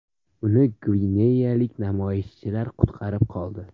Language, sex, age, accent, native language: Uzbek, male, 18-24, Toshkent viloyati, Uzbek